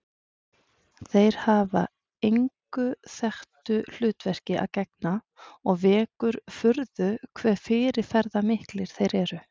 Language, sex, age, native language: Icelandic, female, 40-49, Icelandic